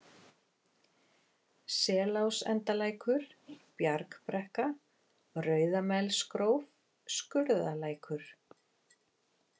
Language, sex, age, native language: Icelandic, female, 40-49, Icelandic